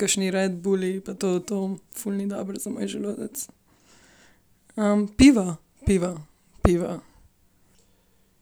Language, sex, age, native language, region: Slovenian, female, 18-29, Slovenian, Central Slovenia